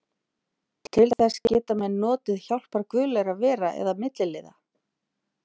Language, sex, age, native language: Icelandic, female, 50-59, Icelandic